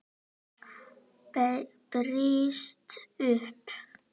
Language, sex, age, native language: Icelandic, female, 9, Icelandic